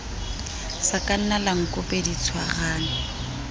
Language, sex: Southern Sotho, female